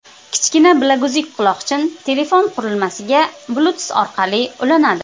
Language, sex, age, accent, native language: Uzbek, female, 25-34, Qashqadaryo, Uzbek